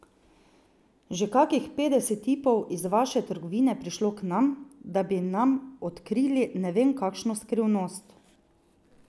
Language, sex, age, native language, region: Slovenian, female, 30-49, Slovenian, Drava region